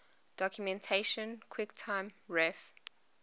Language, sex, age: English, female, 21